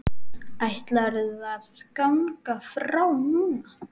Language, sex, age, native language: Icelandic, male, 8, Icelandic